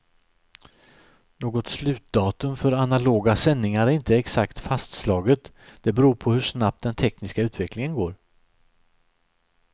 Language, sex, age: Swedish, male, 63